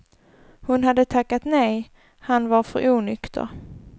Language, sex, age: Swedish, female, 24